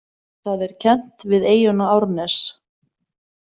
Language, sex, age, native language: Icelandic, female, 30-39, Icelandic